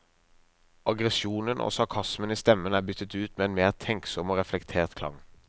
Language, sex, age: Norwegian, male, 23